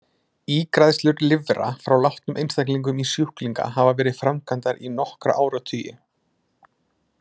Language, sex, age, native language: Icelandic, male, 20-29, Icelandic